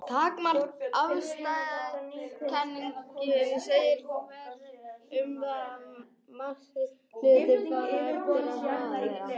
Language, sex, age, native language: Icelandic, other, 18-19, Icelandic